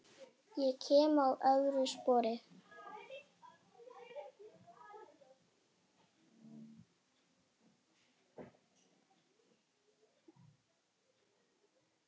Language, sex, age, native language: Icelandic, female, 7, Icelandic